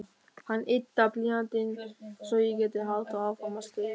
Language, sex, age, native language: Icelandic, male, 13, German